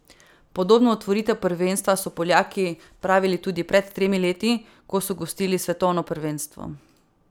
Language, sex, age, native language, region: Slovenian, female, 18-29, Slovenian, Savinja region